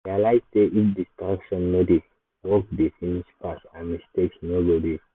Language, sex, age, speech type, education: Nigerian Pidgin, male, 15-29, spontaneous, secondary